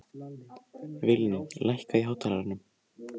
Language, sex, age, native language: Icelandic, male, 18-19, Icelandic